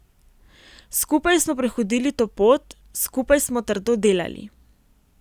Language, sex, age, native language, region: Slovenian, female, 18-29, Slovenian, Primorsko-notranjska region